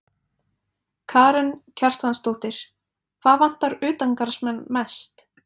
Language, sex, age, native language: Icelandic, female, 20-29, Icelandic